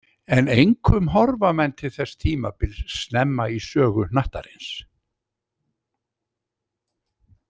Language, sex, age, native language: Icelandic, male, 60-69, Icelandic